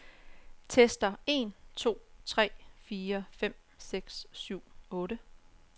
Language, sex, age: Danish, female, 34